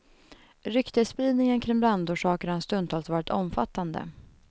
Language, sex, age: Swedish, female, 21